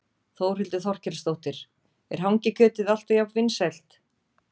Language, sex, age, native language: Icelandic, female, 40-49, Icelandic